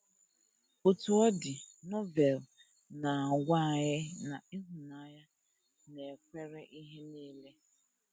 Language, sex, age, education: Igbo, female, 15-29, tertiary